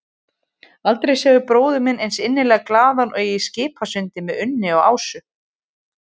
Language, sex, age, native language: Icelandic, female, 20-29, Icelandic